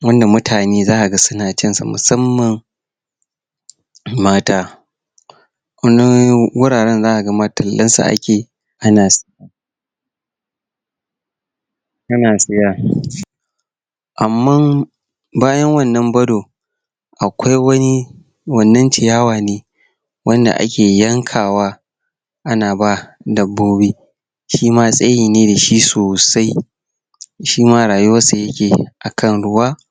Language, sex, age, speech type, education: Hausa, male, 15-29, spontaneous, tertiary